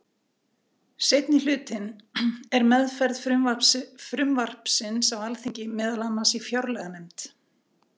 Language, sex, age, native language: Icelandic, female, 40-49, Icelandic